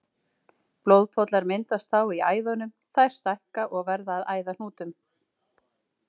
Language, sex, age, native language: Icelandic, female, 40-49, Icelandic